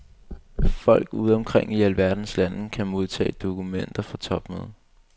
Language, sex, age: Danish, male, 22